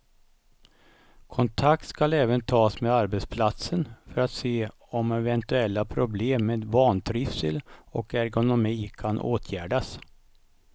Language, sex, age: Swedish, male, 55